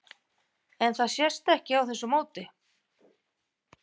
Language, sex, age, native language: Icelandic, female, 50-59, Icelandic